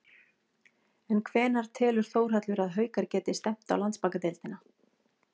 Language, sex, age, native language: Icelandic, female, 40-49, Icelandic